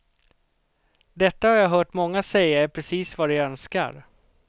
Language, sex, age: Swedish, male, 38